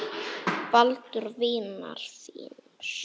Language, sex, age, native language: Icelandic, female, 9, Icelandic